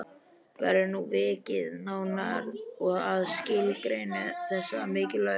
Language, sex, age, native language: Icelandic, male, 11, Icelandic